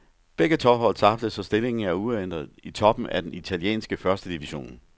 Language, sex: Danish, male